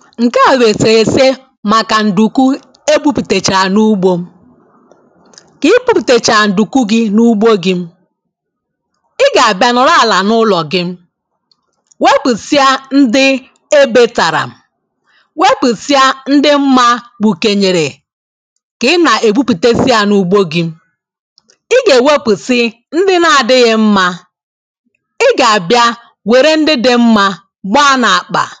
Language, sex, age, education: Igbo, female, 15-29, tertiary